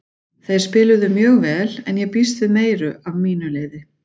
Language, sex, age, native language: Icelandic, female, 40-49, Icelandic